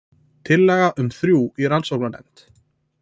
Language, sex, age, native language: Icelandic, male, 20-29, Icelandic